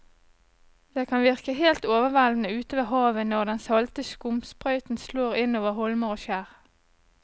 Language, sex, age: Norwegian, female, 37